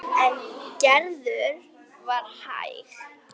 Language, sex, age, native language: Icelandic, female, 10, Icelandic